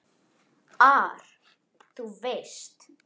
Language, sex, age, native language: Icelandic, other, 10, Icelandic